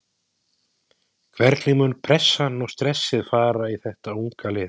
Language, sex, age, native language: Icelandic, male, 20-29, Icelandic